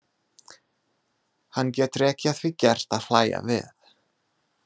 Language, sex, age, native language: Icelandic, male, 30-39, English